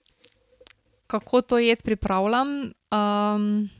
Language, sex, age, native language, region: Slovenian, female, 18-29, Slovenian, Drava region